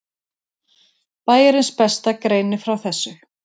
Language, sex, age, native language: Icelandic, female, 30-39, Icelandic